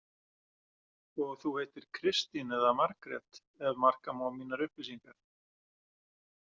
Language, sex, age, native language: Icelandic, male, 40-49, Icelandic